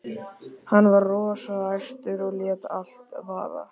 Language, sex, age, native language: Icelandic, male, 13, Icelandic